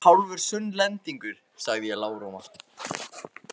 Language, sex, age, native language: Icelandic, male, 14, Icelandic